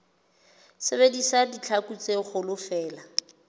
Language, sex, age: Southern Sotho, female, 29